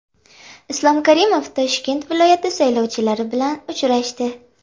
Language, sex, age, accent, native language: Uzbek, female, 12-17, Farg'ona, Uzbek